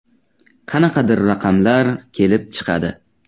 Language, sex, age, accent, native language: Uzbek, male, 18-24, Navoiy, Uzbek